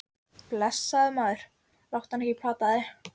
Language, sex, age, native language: Icelandic, female, 12, Icelandic